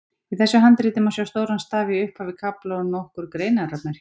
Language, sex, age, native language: Icelandic, female, 40-49, Icelandic